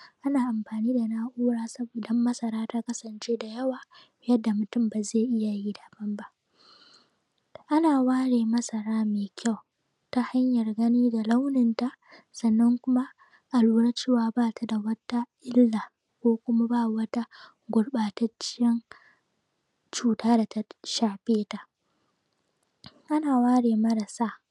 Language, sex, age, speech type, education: Hausa, female, 15-29, spontaneous, primary